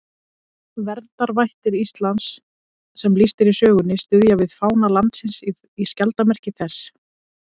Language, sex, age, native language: Icelandic, female, 30-39, Icelandic